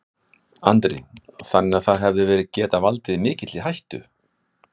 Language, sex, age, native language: Icelandic, male, 60-69, Icelandic